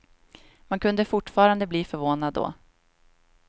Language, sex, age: Swedish, female, 26